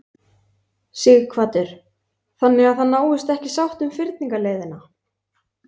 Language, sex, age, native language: Icelandic, female, 20-29, Icelandic